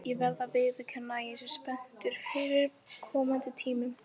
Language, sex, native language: Icelandic, female, Icelandic